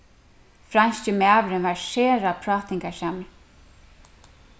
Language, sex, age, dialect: Faroese, female, 36-60, Suðurstreymoy